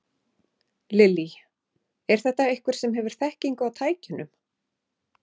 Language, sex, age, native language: Icelandic, female, 40-49, Icelandic